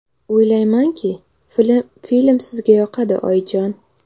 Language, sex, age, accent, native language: Uzbek, female, 18-24, Navoiy, Uzbek